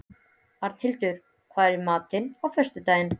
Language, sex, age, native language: Icelandic, male, 12, Icelandic